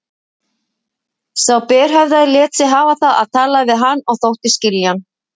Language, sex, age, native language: Icelandic, female, 50-59, Icelandic